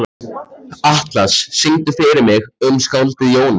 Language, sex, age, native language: Icelandic, male, 14, Icelandic